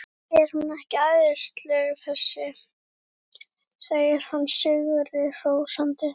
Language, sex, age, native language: Icelandic, female, 11, Icelandic